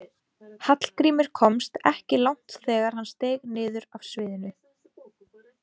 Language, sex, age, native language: Icelandic, female, 20-29, Icelandic